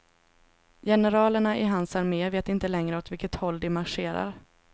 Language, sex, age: Swedish, female, 26